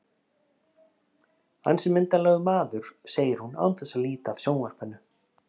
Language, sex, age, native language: Icelandic, male, 30-39, Icelandic